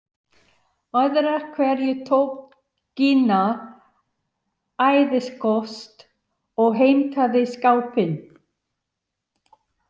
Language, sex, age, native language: Icelandic, female, 60-69, English